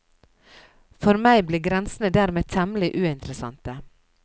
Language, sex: Norwegian, female